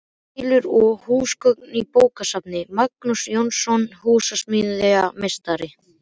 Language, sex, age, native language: Icelandic, male, 12, Icelandic